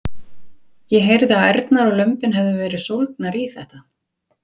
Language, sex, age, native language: Icelandic, female, 40-49, Icelandic